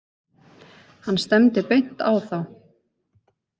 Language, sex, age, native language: Icelandic, female, 20-29, Icelandic